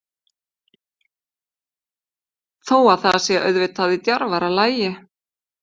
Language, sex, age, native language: Icelandic, female, 50-59, Icelandic